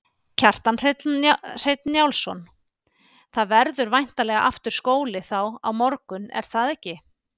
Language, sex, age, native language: Icelandic, female, 50-59, Icelandic